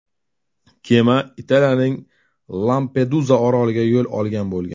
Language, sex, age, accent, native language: Uzbek, male, 35+, Toshkent shahri, Uzbek